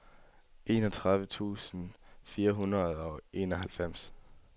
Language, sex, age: Danish, male, 18